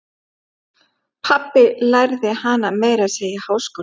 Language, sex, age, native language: Icelandic, female, 11, Icelandic